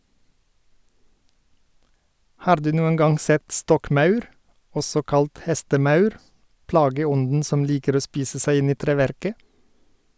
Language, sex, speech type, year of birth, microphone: Norwegian, male, read, 1972, Sennheiser